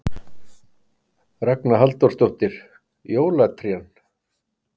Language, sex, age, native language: Icelandic, male, 50-59, Icelandic